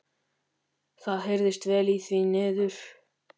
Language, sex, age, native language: Icelandic, male, 13, Icelandic